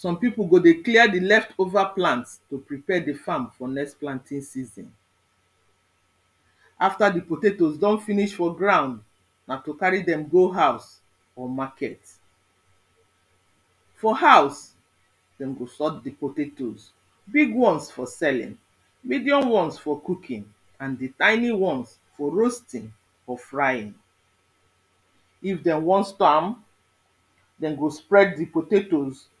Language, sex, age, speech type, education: Nigerian Pidgin, female, 46-60, spontaneous, secondary